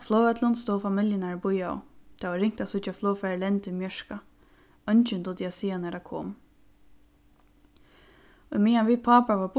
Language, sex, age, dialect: Faroese, female, 15-35, Suðurstreymoy